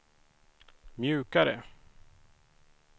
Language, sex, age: Swedish, male, 31